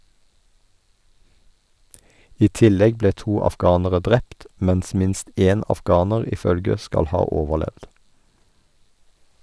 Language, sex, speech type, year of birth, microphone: Norwegian, male, read, 1972, Sennheiser